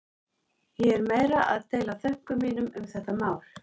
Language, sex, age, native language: Icelandic, female, 40-49, Icelandic